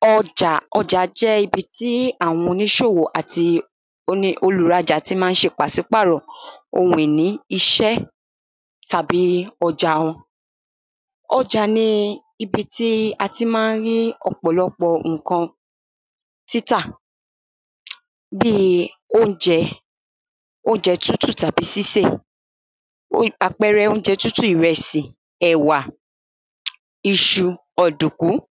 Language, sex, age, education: Yoruba, female, 15-29, tertiary